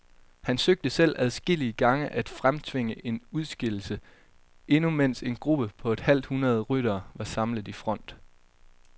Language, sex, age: Danish, male, 22